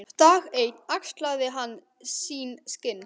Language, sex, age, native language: Icelandic, male, 12, Icelandic